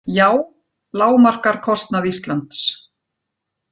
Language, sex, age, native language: Icelandic, female, 40-49, Icelandic